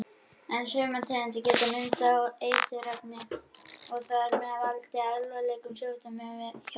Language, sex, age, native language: Icelandic, male, 21, Icelandic